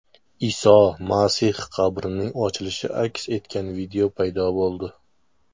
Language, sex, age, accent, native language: Uzbek, male, 19-29, Namangan, Uzbek